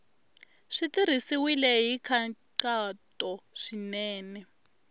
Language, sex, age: Tsonga, female, 23